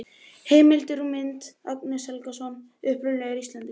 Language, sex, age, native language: Icelandic, male, 18-19, Icelandic